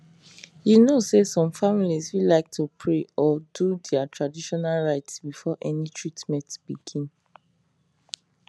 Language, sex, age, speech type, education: Nigerian Pidgin, female, 15-29, spontaneous, tertiary